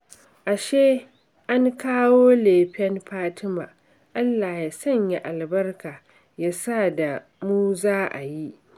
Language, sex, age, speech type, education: Hausa, female, 46-60, read, secondary